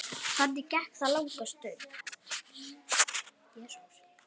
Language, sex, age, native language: Icelandic, female, 9, Icelandic